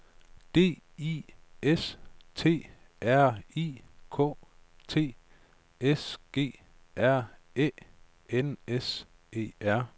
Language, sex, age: Danish, male, 35